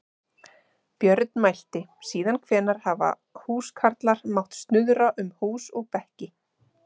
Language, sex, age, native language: Icelandic, female, 30-39, Icelandic